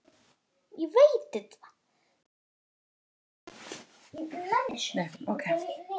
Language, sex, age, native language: Icelandic, female, 9, Icelandic